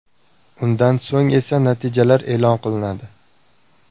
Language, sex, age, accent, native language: Uzbek, male, 18-24, Surxondaryo, Uzbek